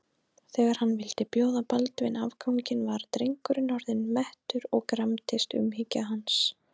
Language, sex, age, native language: Icelandic, female, 30-39, Icelandic